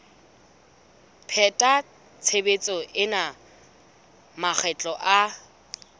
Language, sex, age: Southern Sotho, female, 20